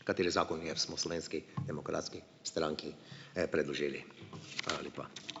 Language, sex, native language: Slovenian, male, Slovenian